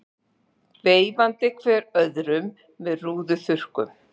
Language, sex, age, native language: Icelandic, female, 40-49, Icelandic